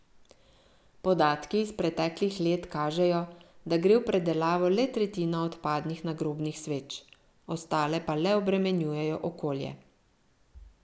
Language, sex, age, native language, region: Slovenian, female, 50-59, Slovenian, Central Slovenia